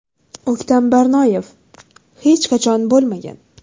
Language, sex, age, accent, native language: Uzbek, female, 19-29, Xorazm, Uzbek